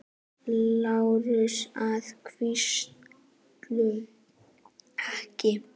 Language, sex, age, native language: Icelandic, female, 7, Icelandic